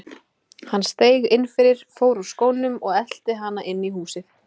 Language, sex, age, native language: Icelandic, female, 20-29, Icelandic